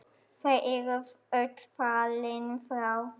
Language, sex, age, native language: Icelandic, female, 10, German